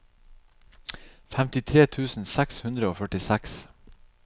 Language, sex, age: Norwegian, male, 37